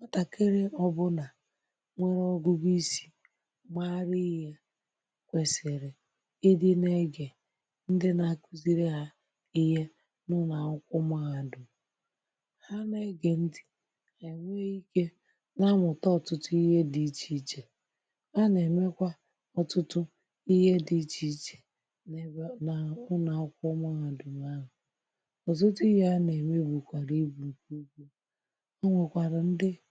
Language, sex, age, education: Igbo, female, 46-60, tertiary